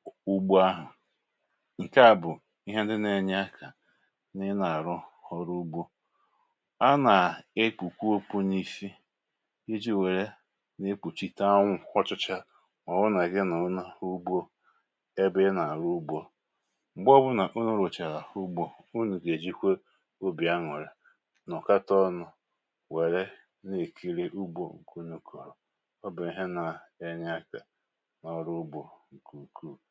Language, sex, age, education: Igbo, male, 30-45, tertiary